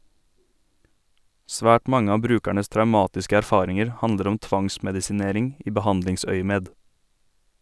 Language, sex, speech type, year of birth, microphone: Norwegian, male, read, 1989, Sennheiser